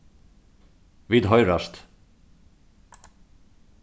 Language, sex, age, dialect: Faroese, male, 36-60, Suðurstreymoy